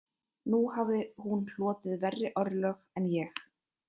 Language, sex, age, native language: Icelandic, female, 30-39, Icelandic